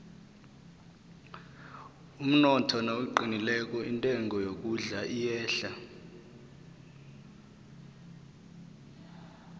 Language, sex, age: South Ndebele, male, 23